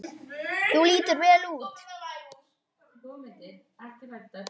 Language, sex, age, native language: Icelandic, male, 9, Icelandic